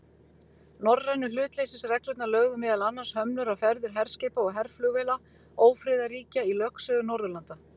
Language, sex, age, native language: Icelandic, female, 50-59, Icelandic